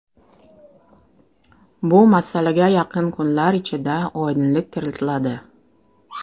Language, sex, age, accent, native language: Uzbek, female, 35+, Toshkent shahri, Russian